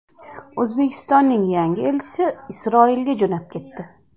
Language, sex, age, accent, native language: Uzbek, female, 25-34, Andijon, Uzbek